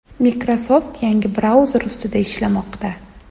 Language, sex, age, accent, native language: Uzbek, female, 19-29, Toshkent shahri, Uzbek